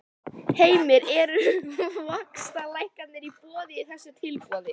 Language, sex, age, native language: Icelandic, female, 11, Icelandic